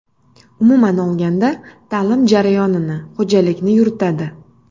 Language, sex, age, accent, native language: Uzbek, female, 25-34, Namangan, Uzbek